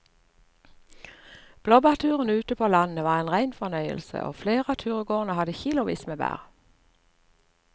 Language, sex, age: Norwegian, female, 59